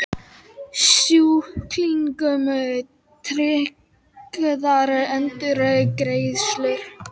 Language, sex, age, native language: Icelandic, female, 18-19, Icelandic